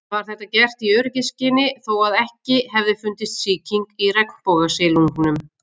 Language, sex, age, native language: Icelandic, female, 50-59, Icelandic